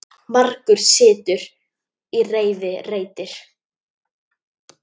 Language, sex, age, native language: Icelandic, male, 10, Icelandic